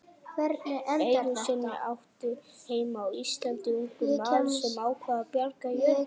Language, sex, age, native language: Icelandic, female, 40-49, Icelandic